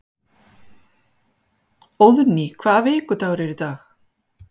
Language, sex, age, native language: Icelandic, female, 50-59, Icelandic